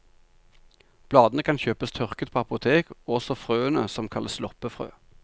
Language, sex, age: Norwegian, male, 45